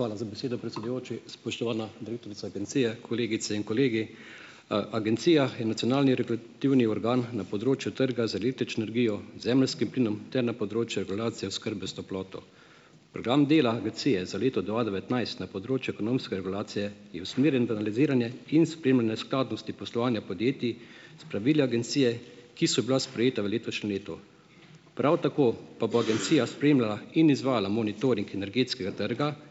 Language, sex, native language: Slovenian, male, Slovenian